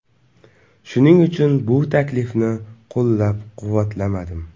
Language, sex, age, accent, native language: Uzbek, male, 18-24, Navoiy, Uzbek